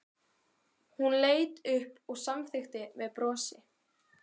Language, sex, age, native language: Icelandic, female, 12, Icelandic